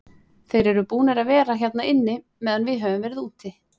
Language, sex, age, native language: Icelandic, female, 20-29, Icelandic